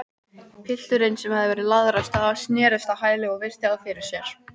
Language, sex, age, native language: Icelandic, female, 18-19, Icelandic